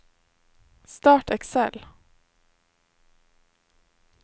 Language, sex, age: Norwegian, female, 21